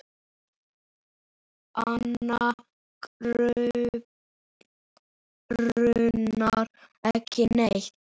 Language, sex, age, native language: Icelandic, male, 7, Icelandic